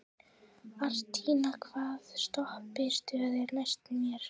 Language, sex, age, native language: Icelandic, female, 11, Icelandic